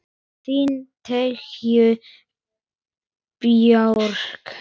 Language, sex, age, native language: Icelandic, male, 10, Icelandic